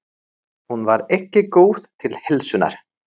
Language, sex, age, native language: Icelandic, male, 30-39, Swedish